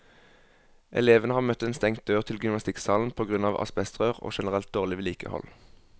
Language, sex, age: Norwegian, male, 21